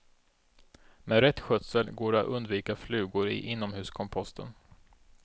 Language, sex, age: Swedish, male, 32